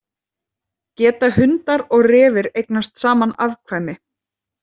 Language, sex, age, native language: Icelandic, female, 30-39, Icelandic